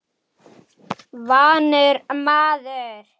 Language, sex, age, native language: Icelandic, male, 8, Icelandic